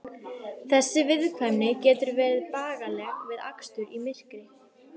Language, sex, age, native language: Icelandic, female, 12, Icelandic